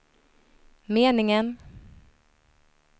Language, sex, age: Swedish, female, 23